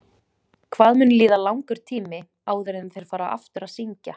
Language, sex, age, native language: Icelandic, female, 20-29, Icelandic